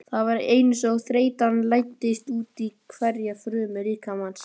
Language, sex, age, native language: Icelandic, male, 12, Icelandic